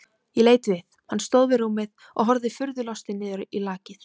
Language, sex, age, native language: Icelandic, female, 17, Icelandic